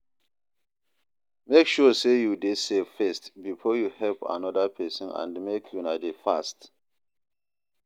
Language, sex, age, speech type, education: Nigerian Pidgin, male, 30-45, read, tertiary